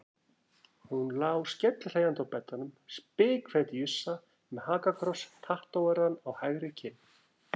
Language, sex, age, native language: Icelandic, female, 40-49, Icelandic